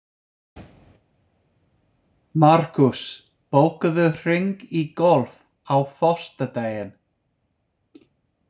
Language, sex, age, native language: Icelandic, male, 50-59, English